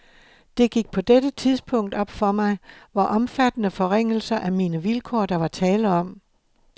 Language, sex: Danish, male